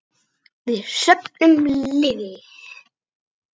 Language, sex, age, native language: Icelandic, female, 8, Icelandic